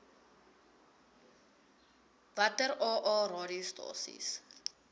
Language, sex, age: Afrikaans, female, 22